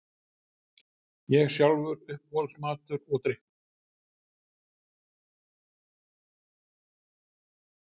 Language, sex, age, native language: Icelandic, male, 60-69, Icelandic